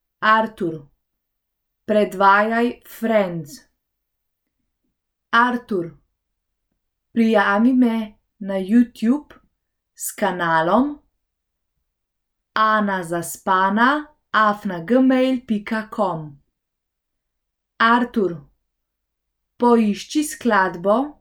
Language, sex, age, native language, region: Slovenian, female, 18-29, Slovenian, Central Slovenia